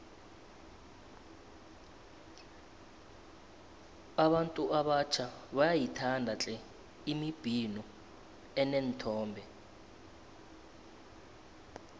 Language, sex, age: South Ndebele, male, 19